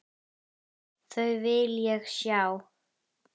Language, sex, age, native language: Icelandic, female, 10, Icelandic